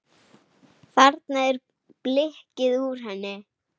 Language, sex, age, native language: Icelandic, female, 8, Icelandic